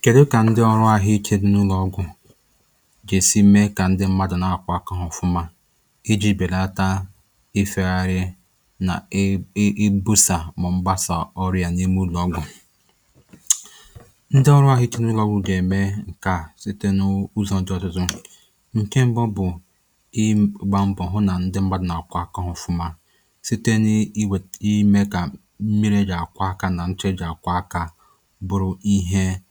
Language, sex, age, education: Igbo, male, 15-29, tertiary